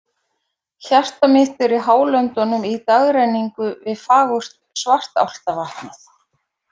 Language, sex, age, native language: Icelandic, female, 40-49, Icelandic